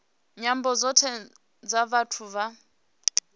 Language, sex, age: Venda, female, 28